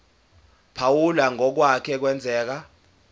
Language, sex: Zulu, male